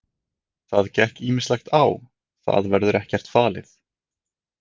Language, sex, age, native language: Icelandic, male, 20-29, Icelandic